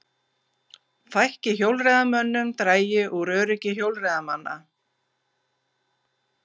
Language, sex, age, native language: Icelandic, female, 50-59, Icelandic